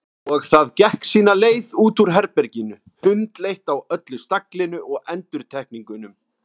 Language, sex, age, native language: Icelandic, male, 30-39, Icelandic